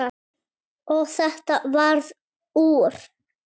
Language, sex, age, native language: Icelandic, male, 7, Icelandic